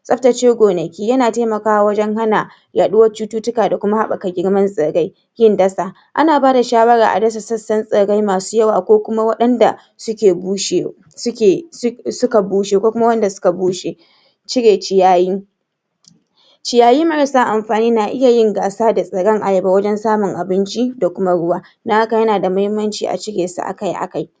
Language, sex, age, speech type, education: Hausa, female, 46-60, spontaneous, tertiary